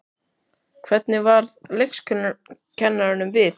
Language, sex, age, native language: Icelandic, male, 12, Icelandic